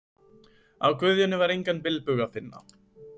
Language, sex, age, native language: Icelandic, male, 20-29, Icelandic